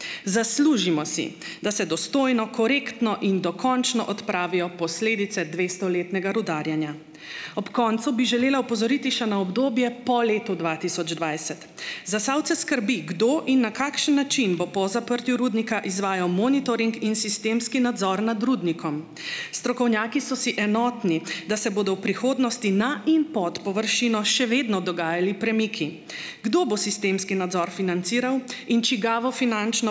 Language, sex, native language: Slovenian, female, Slovenian